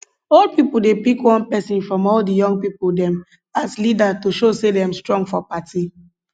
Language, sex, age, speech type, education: Nigerian Pidgin, female, 15-29, spontaneous, tertiary